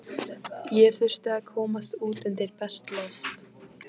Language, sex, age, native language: Icelandic, female, 15, Icelandic